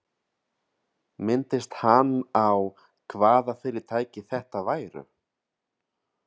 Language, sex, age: Icelandic, male, 30-39